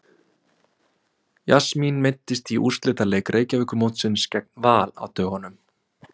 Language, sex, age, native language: Icelandic, male, 20-29, Icelandic